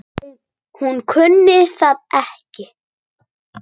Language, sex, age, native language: Icelandic, female, 9, Icelandic